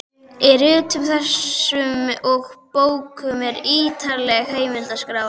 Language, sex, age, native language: Icelandic, male, 12, Icelandic